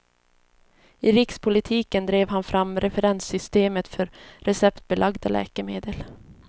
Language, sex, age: Swedish, female, 22